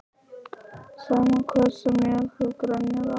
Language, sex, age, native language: Icelandic, male, 11, Icelandic